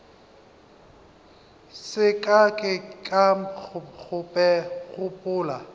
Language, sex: Northern Sotho, male